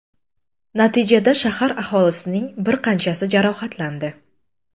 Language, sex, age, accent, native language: Uzbek, female, 25-34, Jizzax, Uzbek